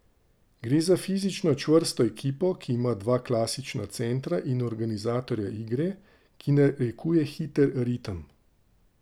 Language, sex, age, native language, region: Slovenian, male, 30-49, Slovenian, Drava region